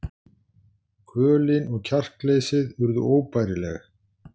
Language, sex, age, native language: Icelandic, male, 60-69, Icelandic